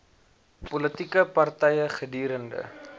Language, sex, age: Afrikaans, male, 19